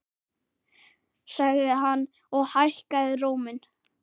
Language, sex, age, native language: Icelandic, male, 9, Icelandic